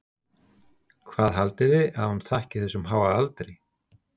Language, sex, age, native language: Icelandic, male, 60-69, Icelandic